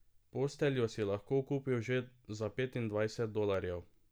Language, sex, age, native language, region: Slovenian, male, 18-29, Slovenian, Drava region